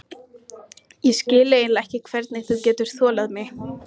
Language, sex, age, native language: Icelandic, male, 14, Icelandic